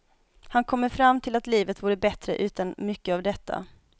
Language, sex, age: Swedish, female, 25